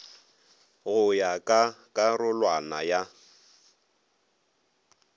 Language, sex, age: Northern Sotho, male, 22